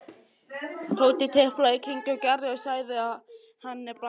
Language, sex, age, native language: Icelandic, male, 11, Icelandic